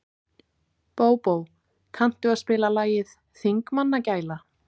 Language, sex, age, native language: Icelandic, female, 18-19, Icelandic